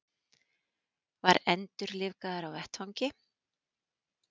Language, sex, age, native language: Icelandic, female, 40-49, Icelandic